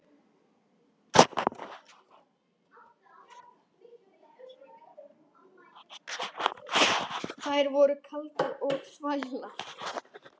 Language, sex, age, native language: Icelandic, male, 10, Icelandic